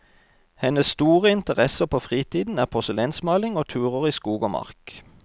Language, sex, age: Norwegian, male, 32